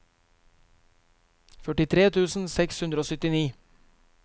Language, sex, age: Norwegian, male, 23